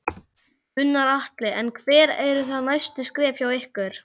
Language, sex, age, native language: Icelandic, male, 12, Icelandic